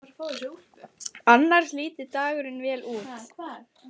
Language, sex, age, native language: Icelandic, other, 20-29, Icelandic